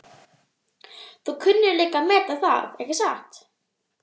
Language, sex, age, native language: Icelandic, female, 12, Icelandic